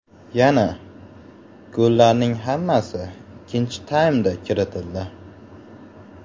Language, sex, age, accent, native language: Uzbek, male, 18-24, Farg'ona, Uzbek